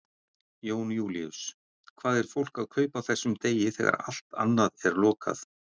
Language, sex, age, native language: Icelandic, male, 60-69, Icelandic